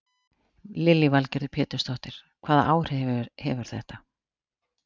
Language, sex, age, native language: Icelandic, female, 40-49, Icelandic